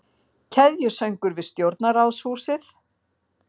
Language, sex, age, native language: Icelandic, female, 50-59, Icelandic